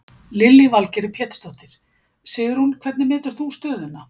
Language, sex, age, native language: Icelandic, female, 50-59, Icelandic